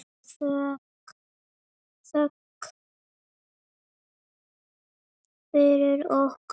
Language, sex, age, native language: Icelandic, female, 8, Icelandic